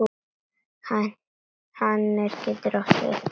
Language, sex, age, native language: Icelandic, female, 9, Latvian